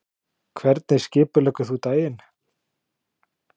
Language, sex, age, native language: Icelandic, male, 30-39, Icelandic